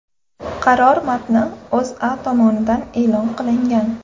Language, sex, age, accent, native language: Uzbek, female, 18-24, Andijon, Uzbek